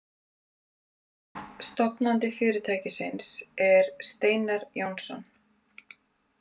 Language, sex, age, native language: Icelandic, female, 40-49, Icelandic